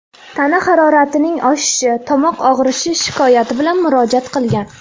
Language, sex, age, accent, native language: Uzbek, female, 19-29, Farg'ona, Uzbek